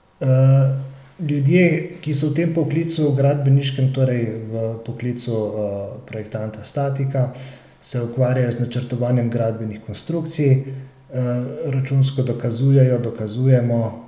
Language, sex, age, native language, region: Slovenian, male, 30-49, Slovenian, Central Slovenia